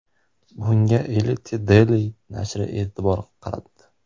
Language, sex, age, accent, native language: Uzbek, male, 18-24, Andijon, Uzbek